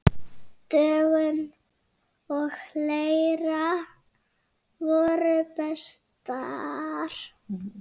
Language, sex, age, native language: Icelandic, female, 6, Icelandic